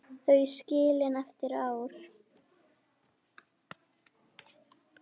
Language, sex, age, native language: Icelandic, female, 10, Icelandic